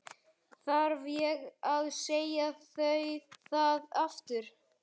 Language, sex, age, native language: Icelandic, male, 11, Icelandic